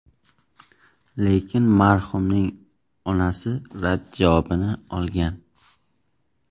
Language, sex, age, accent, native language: Uzbek, male, 18-24, Qashqadaryo, Uzbek